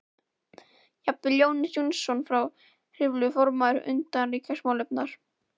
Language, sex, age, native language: Icelandic, female, 11, Icelandic